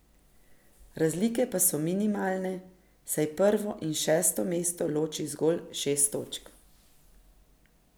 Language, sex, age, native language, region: Slovenian, female, 50-59, Slovenian, Central Slovenia